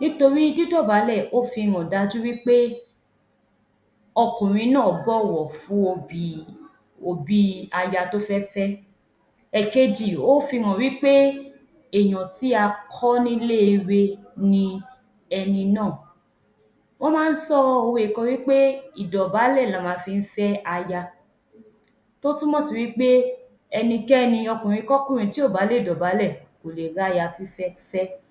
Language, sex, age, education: Yoruba, female, 15-29, tertiary